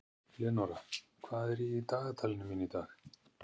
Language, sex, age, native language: Icelandic, male, 50-59, Icelandic